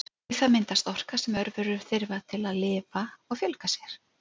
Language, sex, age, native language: Icelandic, female, 40-49, Icelandic